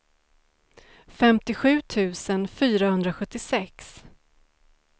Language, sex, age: Swedish, female, 35